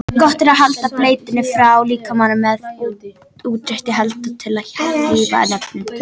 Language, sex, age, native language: Icelandic, female, 18-19, Icelandic